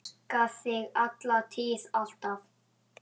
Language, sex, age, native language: Icelandic, male, 7, Icelandic